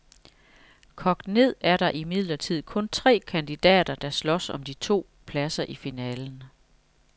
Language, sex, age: Danish, female, 45